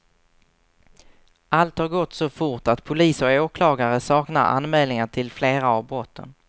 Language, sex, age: Swedish, male, 24